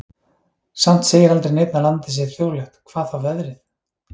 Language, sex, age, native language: Icelandic, male, 30-39, Icelandic